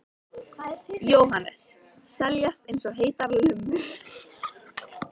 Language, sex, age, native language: Icelandic, female, 13, Icelandic